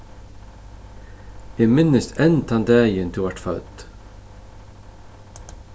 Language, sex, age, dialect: Faroese, male, 36-60, Suðurstreymoy